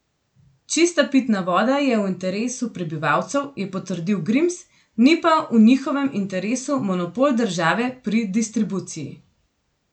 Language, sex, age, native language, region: Slovenian, female, 18-29, Slovenian, Gorenjska region